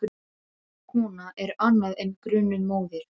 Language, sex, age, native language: Icelandic, female, 12, Serbo-Croatian